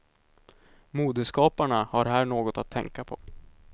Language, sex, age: Swedish, male, 19